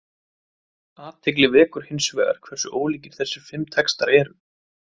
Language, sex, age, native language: Icelandic, male, 20-29, Icelandic